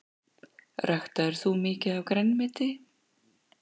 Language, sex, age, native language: Icelandic, female, 60-69, Icelandic